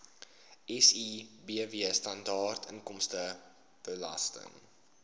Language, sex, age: Afrikaans, male, 19